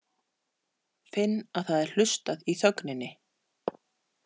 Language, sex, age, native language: Icelandic, female, 40-49, Icelandic